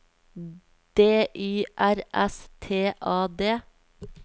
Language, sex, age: Norwegian, female, 24